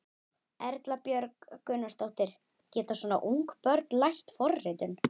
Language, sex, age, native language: Icelandic, female, 12, Icelandic